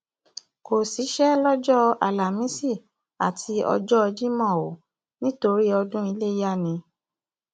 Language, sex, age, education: Yoruba, female, 30-45, tertiary